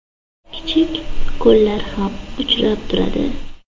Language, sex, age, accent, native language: Uzbek, female, under 19, Toshkent shahri, Uzbek